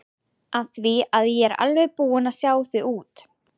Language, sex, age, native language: Icelandic, female, 20-29, Icelandic